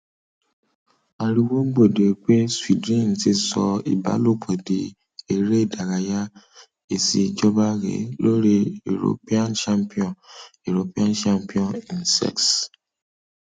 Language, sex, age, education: Yoruba, male, 30-45, secondary